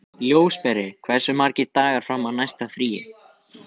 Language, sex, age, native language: Icelandic, male, 18-19, Icelandic